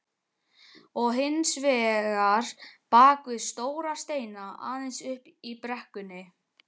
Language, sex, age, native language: Icelandic, male, 12, Icelandic